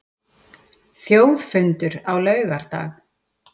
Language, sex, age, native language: Icelandic, female, 40-49, Icelandic